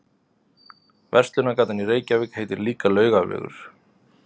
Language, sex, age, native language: Icelandic, male, 30-39, Icelandic